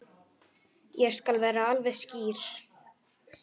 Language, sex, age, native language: Icelandic, female, 10, Icelandic